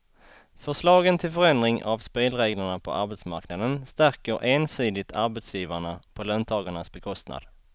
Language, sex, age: Swedish, male, 33